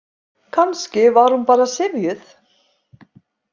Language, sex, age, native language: Icelandic, female, 50-59, Icelandic